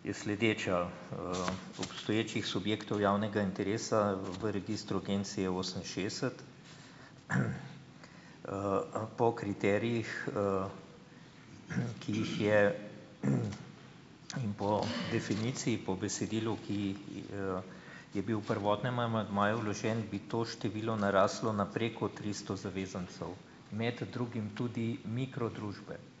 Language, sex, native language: Slovenian, male, Slovenian